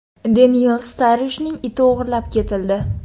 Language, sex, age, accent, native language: Uzbek, female, under 19, Qoraqalpog'iston, Uzbek